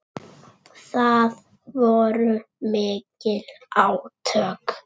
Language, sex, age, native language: Icelandic, male, 6, Icelandic